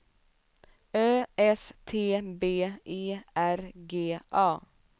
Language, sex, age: Swedish, female, 27